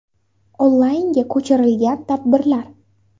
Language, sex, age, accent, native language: Uzbek, female, 18-24, Navoiy, Uzbek